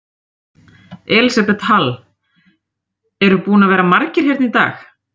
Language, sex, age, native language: Icelandic, female, 30-39, Icelandic